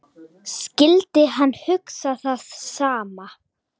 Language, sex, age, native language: Icelandic, female, 9, Icelandic